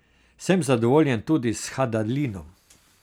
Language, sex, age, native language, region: Slovenian, male, 60+, Slovenian, Carinthia region